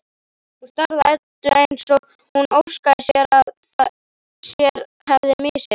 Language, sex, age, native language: Icelandic, male, 18-19, Icelandic